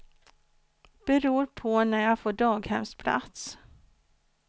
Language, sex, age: Swedish, female, 49